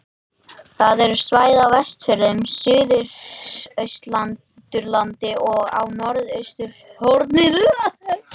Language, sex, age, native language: Icelandic, male, 18-19, Icelandic